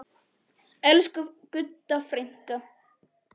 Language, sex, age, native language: Icelandic, female, 10, Polish